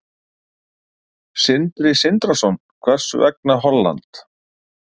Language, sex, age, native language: Icelandic, male, 50-59, Icelandic